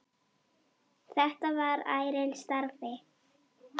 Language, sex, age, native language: Icelandic, female, 8, Icelandic